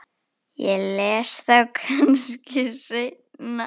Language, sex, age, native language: Icelandic, female, 10, Icelandic